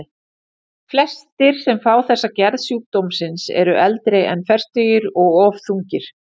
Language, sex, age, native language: Icelandic, female, 40-49, Icelandic